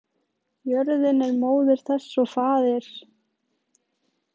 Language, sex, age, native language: Icelandic, female, 15, Icelandic